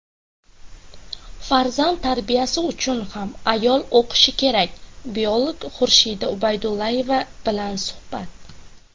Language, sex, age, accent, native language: Uzbek, female, 18-24, Samarqand, Uzbek